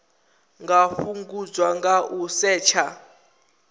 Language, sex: Venda, male